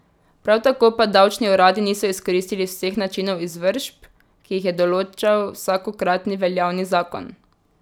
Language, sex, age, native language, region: Slovenian, female, 18-29, Slovenian, Drava region